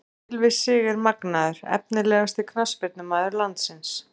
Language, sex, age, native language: Icelandic, female, 40-49, Icelandic